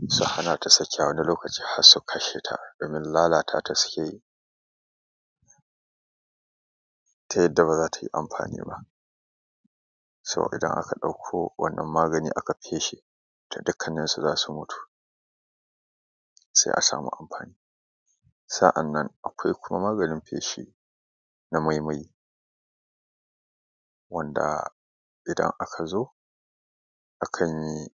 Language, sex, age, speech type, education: Hausa, male, 30-45, spontaneous, tertiary